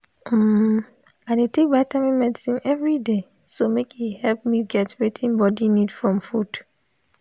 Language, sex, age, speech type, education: Nigerian Pidgin, female, 15-29, spontaneous, tertiary